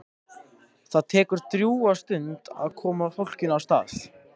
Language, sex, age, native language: Icelandic, male, 13, Icelandic